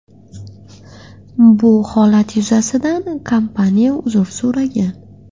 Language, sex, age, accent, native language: Uzbek, female, 18-24, Qashqadaryo, Uzbek